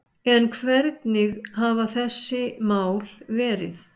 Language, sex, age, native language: Icelandic, male, 60-69, Icelandic